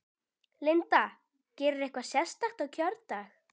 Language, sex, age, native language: Icelandic, female, 12, Icelandic